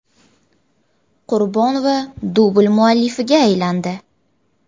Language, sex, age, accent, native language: Uzbek, female, 18-24, Jizzax, Uzbek